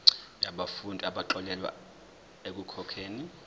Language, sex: Zulu, male